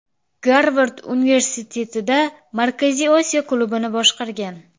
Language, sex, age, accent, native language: Uzbek, female, 18-24, Samarqand, Uzbek